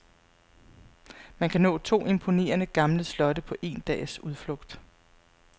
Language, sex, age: Danish, female, 35